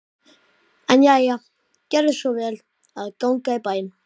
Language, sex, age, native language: Icelandic, male, 12, Icelandic